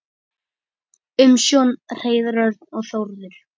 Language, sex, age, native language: Icelandic, male, 10, Icelandic